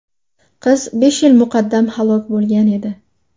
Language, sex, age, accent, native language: Uzbek, female, 18-24, Namangan, Uzbek